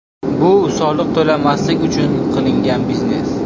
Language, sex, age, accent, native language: Uzbek, male, 25-34, Buxoro, Uzbek